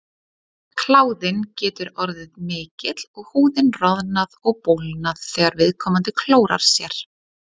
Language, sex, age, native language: Icelandic, female, 30-39, Icelandic